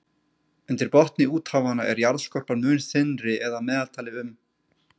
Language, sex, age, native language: Icelandic, male, 30-39, Icelandic